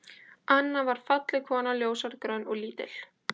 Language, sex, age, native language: Icelandic, female, 14, Icelandic